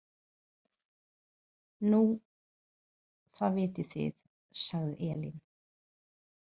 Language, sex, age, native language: Icelandic, female, 30-39, Portuguese